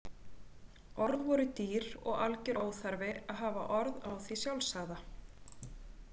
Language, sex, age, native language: Icelandic, female, 40-49, Icelandic